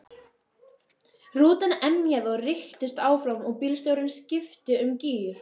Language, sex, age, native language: Icelandic, female, 11, Icelandic